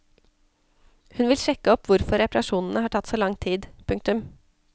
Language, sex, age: Norwegian, female, 34